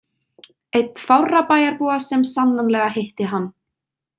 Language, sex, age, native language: Icelandic, female, 20-29, Icelandic